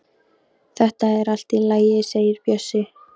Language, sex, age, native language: Icelandic, female, 13, Icelandic